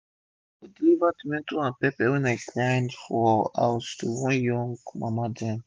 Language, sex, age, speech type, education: Nigerian Pidgin, male, 15-29, spontaneous, tertiary